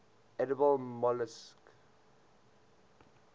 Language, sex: English, male